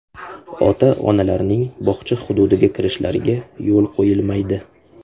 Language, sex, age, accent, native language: Uzbek, male, 18-24, Qashqadaryo, Uzbek